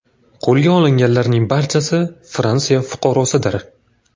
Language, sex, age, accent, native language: Uzbek, male, 25-34, Farg'ona, Uzbek